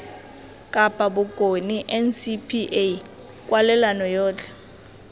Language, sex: Tswana, female